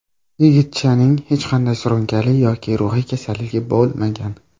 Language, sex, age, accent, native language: Uzbek, male, under 19, Toshkent shahri, Uzbek